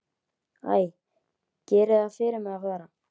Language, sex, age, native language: Icelandic, male, 11, Icelandic